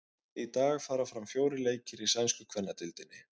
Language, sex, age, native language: Icelandic, male, 20-29, Icelandic